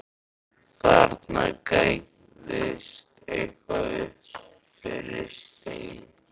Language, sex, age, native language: Icelandic, male, 13, Icelandic